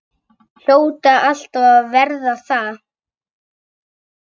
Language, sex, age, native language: Icelandic, male, 8, Icelandic